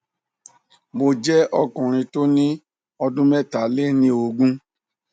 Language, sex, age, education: Yoruba, male, 46-60, tertiary